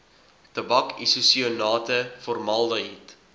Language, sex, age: Afrikaans, male, 19